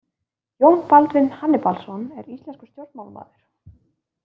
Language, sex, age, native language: Icelandic, female, 20-29, Icelandic